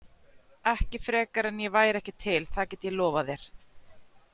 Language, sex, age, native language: Icelandic, female, 30-39, Icelandic